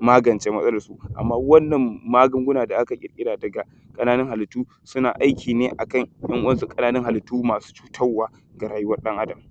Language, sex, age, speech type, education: Hausa, male, 15-29, spontaneous, tertiary